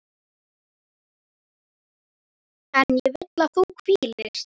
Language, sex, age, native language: Icelandic, male, 11, Icelandic